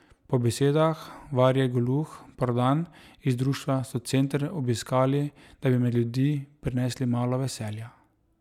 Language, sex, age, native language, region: Slovenian, male, 30-49, Slovenian, Drava region